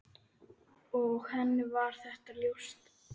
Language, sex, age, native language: Icelandic, male, 9, Icelandic